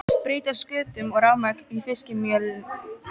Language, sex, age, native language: Icelandic, female, 18-19, Icelandic